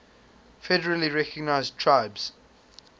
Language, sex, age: English, male, 22